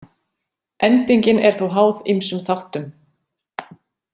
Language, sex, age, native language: Icelandic, female, 40-49, Icelandic